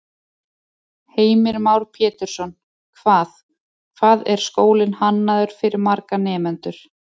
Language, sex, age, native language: Icelandic, female, 30-39, Icelandic